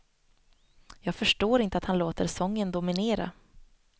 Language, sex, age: Swedish, female, 25